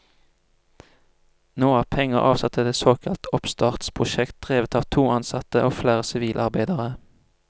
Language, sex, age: Norwegian, male, 25